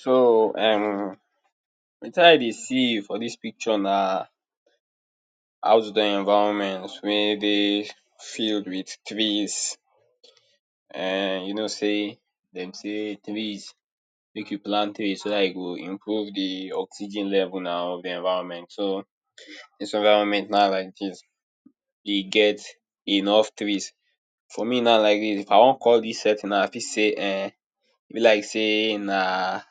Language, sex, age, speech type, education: Nigerian Pidgin, male, 30-45, spontaneous, tertiary